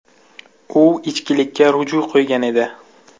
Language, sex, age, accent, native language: Uzbek, male, 25-34, Buxoro, Uzbek